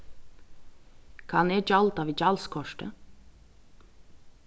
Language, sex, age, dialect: Faroese, female, 36-60, Vágar